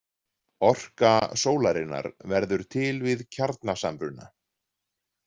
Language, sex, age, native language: Icelandic, male, 40-49, Icelandic